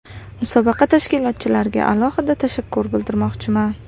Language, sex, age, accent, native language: Uzbek, female, 19-29, Qashqadaryo, Uzbek